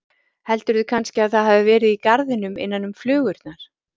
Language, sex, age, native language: Icelandic, female, 40-49, Icelandic